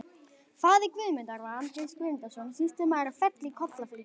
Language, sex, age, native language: Icelandic, female, 11, Icelandic